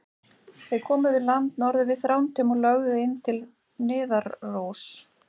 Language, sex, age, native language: Icelandic, female, 40-49, Icelandic